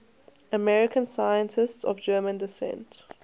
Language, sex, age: English, female, 18